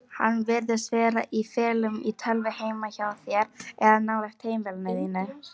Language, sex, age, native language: Icelandic, female, 18-19, Icelandic